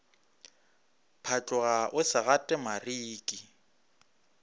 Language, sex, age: Northern Sotho, male, 26